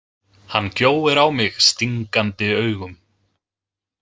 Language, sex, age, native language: Icelandic, male, 20-29, Icelandic